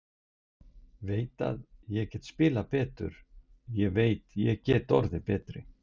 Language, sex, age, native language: Icelandic, male, 60-69, Icelandic